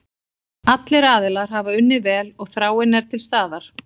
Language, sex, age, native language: Icelandic, female, 40-49, Icelandic